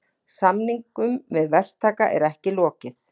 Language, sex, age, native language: Icelandic, female, 40-49, Icelandic